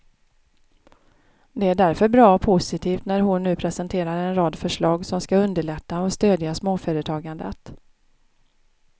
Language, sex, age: Swedish, female, 36